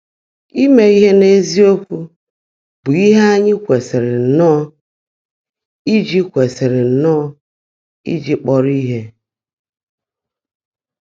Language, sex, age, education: Igbo, female, 30-45, tertiary